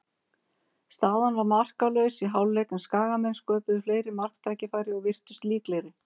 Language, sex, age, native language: Icelandic, female, 50-59, Icelandic